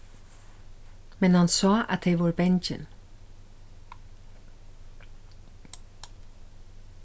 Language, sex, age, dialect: Faroese, female, 36-60, Suðurstreymoy